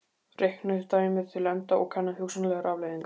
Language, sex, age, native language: Icelandic, male, 15, Icelandic